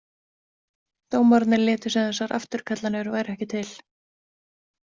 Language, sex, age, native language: Icelandic, female, 20-29, Icelandic